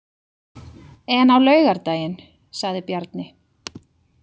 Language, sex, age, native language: Icelandic, female, 30-39, Icelandic